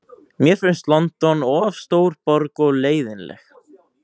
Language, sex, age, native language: Icelandic, male, 18-19, Icelandic